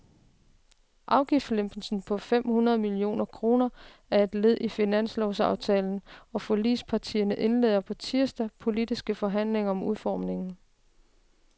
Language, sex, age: Danish, female, 36